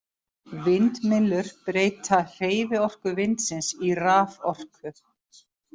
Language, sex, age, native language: Icelandic, female, 50-59, Icelandic